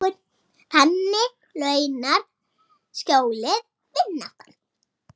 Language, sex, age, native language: Icelandic, female, 20-29, Icelandic